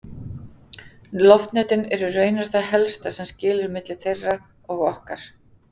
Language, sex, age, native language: Icelandic, female, 40-49, Icelandic